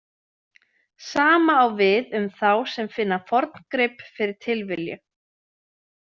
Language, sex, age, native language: Icelandic, female, 20-29, Icelandic